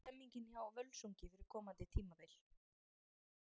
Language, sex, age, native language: Icelandic, female, 30-39, Icelandic